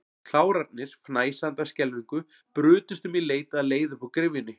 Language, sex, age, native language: Icelandic, male, 40-49, Icelandic